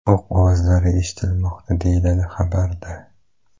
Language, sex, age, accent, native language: Uzbek, male, 35+, Toshkent shahri, Uzbek